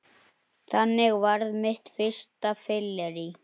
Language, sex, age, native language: Icelandic, male, 9, Icelandic